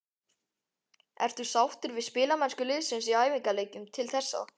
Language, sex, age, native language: Icelandic, male, 11, Icelandic